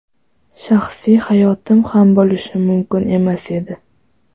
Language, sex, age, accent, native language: Uzbek, female, 12-17, Toshkent viloyati, Uzbek